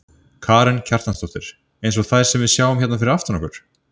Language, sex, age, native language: Icelandic, male, 30-39, Icelandic